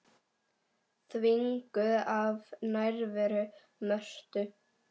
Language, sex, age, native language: Icelandic, female, 10, Icelandic